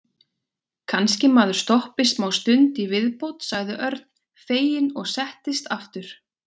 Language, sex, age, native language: Icelandic, female, 20-29, Icelandic